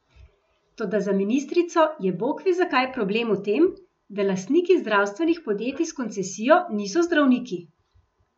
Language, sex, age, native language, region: Slovenian, female, 50-59, Slovenian, Gorenjska region